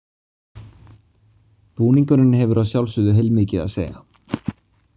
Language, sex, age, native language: Icelandic, male, 20-29, Icelandic